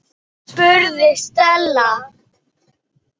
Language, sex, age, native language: Icelandic, female, 10, Icelandic